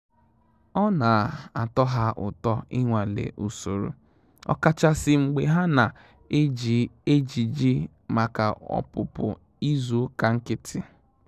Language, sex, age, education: Igbo, male, 15-29, tertiary